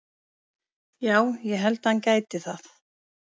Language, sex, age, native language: Icelandic, female, 50-59, Icelandic